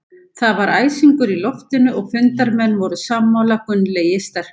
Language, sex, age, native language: Icelandic, female, 70-79, Icelandic